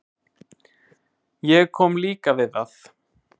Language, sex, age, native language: Icelandic, male, 20-29, Icelandic